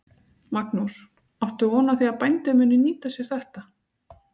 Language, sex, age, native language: Icelandic, female, 30-39, Icelandic